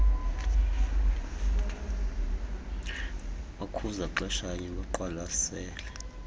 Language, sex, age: Xhosa, male, 38